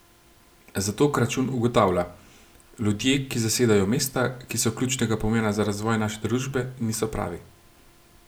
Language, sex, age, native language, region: Slovenian, male, 30-49, Slovenian, Gorenjska region